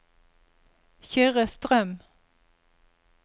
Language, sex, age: Norwegian, female, 32